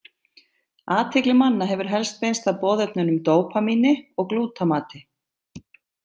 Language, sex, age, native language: Icelandic, female, 50-59, Icelandic